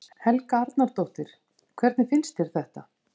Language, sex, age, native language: Icelandic, female, 50-59, Icelandic